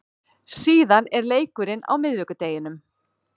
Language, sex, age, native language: Icelandic, female, 30-39, Icelandic